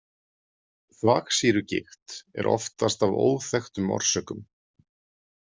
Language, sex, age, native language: Icelandic, male, 30-39, Icelandic